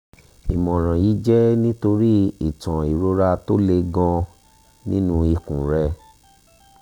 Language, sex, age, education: Yoruba, male, 30-45, tertiary